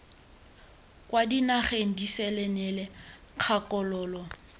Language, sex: Tswana, female